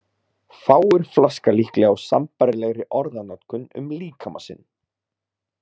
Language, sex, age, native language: Icelandic, male, 30-39, Icelandic